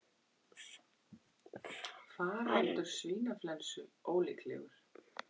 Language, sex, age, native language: Icelandic, female, 21, Icelandic